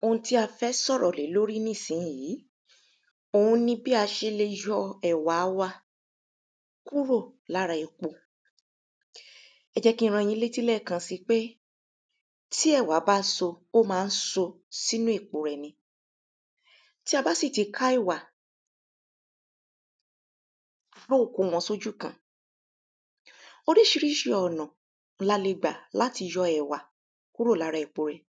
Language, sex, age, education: Yoruba, female, 30-45, primary